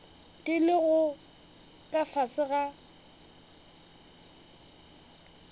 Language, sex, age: Northern Sotho, female, 21